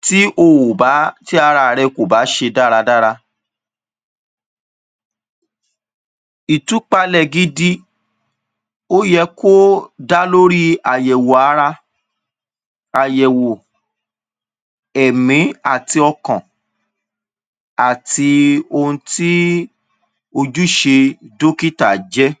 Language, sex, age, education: Yoruba, male, 30-45, tertiary